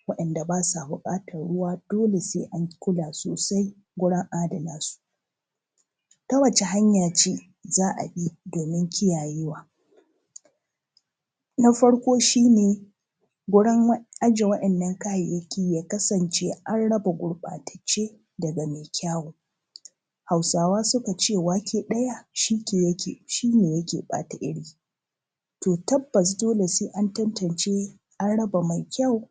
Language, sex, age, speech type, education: Hausa, female, 30-45, spontaneous, tertiary